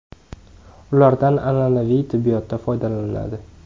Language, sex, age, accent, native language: Uzbek, male, 18-24, Jizzax, Uzbek